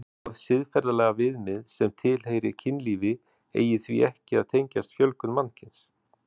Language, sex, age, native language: Icelandic, male, 40-49, Icelandic